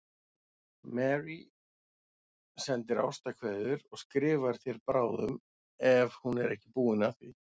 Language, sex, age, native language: Icelandic, male, 40-49, Icelandic